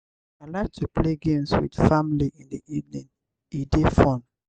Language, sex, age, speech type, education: Nigerian Pidgin, male, 60+, spontaneous, tertiary